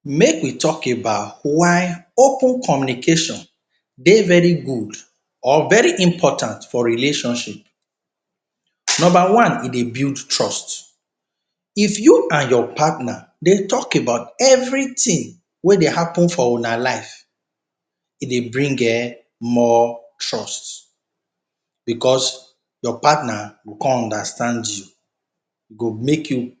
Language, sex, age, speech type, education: Nigerian Pidgin, male, 30-45, spontaneous, tertiary